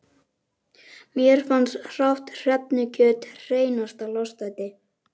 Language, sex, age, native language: Icelandic, male, 11, Icelandic